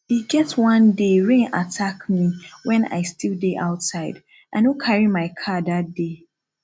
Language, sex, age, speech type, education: Nigerian Pidgin, female, 15-29, spontaneous, tertiary